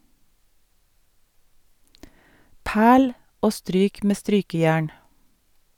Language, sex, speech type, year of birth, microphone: Norwegian, female, read, 1962, Sennheiser